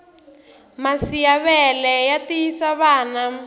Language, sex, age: Tsonga, female, 18